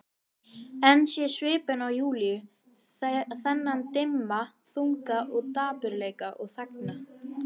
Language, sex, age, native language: Icelandic, female, 18-19, Icelandic